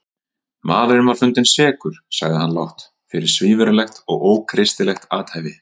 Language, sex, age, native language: Icelandic, male, 30-39, Icelandic